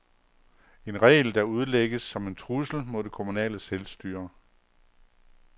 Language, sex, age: Danish, male, 48